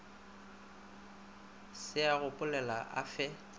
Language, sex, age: Northern Sotho, male, 25